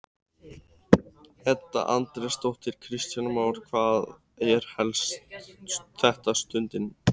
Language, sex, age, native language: Icelandic, male, 15, Icelandic